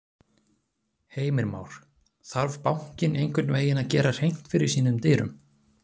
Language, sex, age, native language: Icelandic, male, 30-39, Icelandic